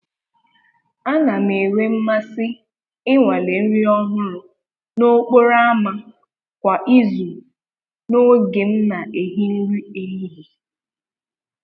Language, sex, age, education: Igbo, female, 15-29, tertiary